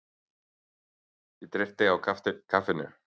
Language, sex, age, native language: Icelandic, male, 30-39, Icelandic